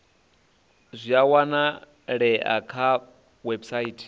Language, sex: Venda, male